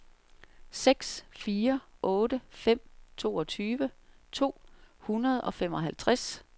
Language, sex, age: Danish, female, 47